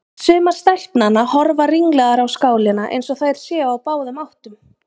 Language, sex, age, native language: Icelandic, female, 30-39, Icelandic